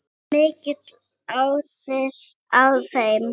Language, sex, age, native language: Icelandic, female, 9, Icelandic